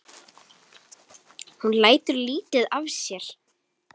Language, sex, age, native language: Icelandic, female, 10, Icelandic